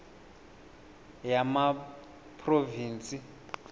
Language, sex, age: South Ndebele, male, 22